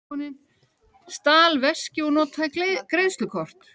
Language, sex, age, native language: Icelandic, female, 18-19, Icelandic